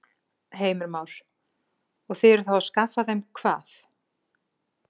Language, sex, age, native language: Icelandic, female, 40-49, Icelandic